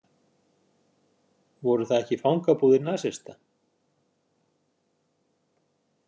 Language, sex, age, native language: Icelandic, male, 60-69, Icelandic